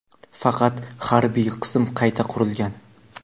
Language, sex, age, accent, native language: Uzbek, male, 18-24, Toshkent viloyati, Uzbek